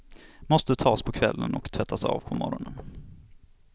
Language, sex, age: Swedish, male, 27